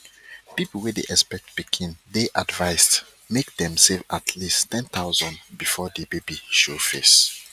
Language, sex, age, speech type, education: Nigerian Pidgin, male, 30-45, spontaneous, tertiary